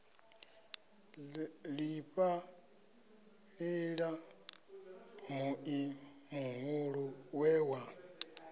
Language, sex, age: Venda, male, 26